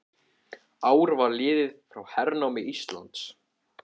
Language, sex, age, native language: Icelandic, male, 14, Icelandic